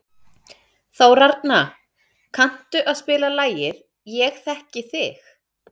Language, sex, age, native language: Icelandic, female, 30-39, Icelandic